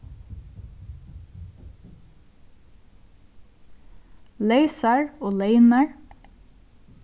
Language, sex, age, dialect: Faroese, female, 15-35, Suðurstreymoy